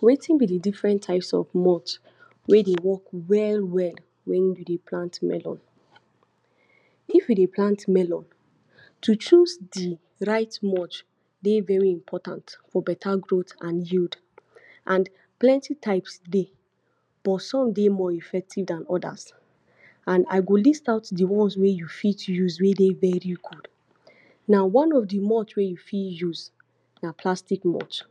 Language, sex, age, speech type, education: Nigerian Pidgin, female, 46-60, spontaneous, tertiary